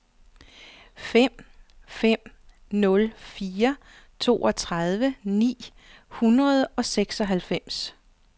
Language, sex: Danish, female